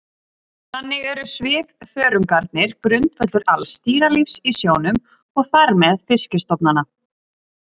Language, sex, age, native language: Icelandic, female, 30-39, Icelandic